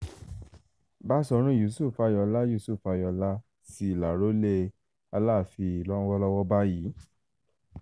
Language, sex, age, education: Yoruba, male, 15-29, tertiary